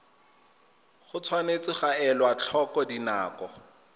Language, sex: Tswana, male